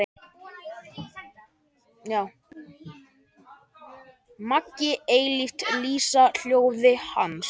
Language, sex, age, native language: Icelandic, male, 10, Icelandic